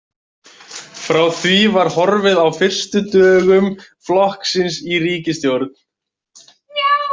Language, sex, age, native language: Icelandic, male, 20-29, Icelandic